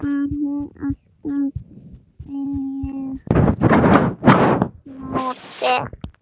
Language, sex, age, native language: Icelandic, female, 10, Icelandic